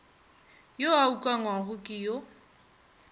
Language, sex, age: Northern Sotho, female, 30